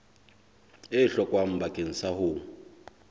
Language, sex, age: Southern Sotho, male, 26